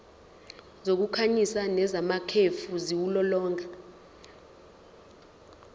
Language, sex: Zulu, female